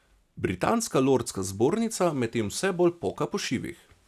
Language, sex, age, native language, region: Slovenian, male, 30-49, Slovenian, Savinja region